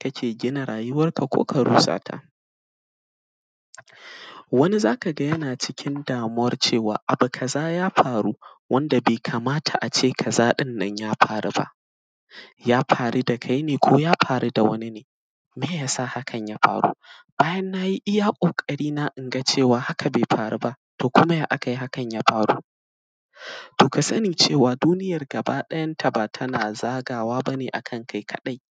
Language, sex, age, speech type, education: Hausa, male, 15-29, spontaneous, primary